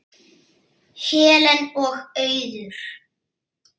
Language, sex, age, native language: Icelandic, male, 6, Icelandic